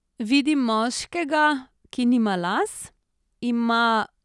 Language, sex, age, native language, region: Slovenian, female, 30-49, Slovenian, Central Slovenia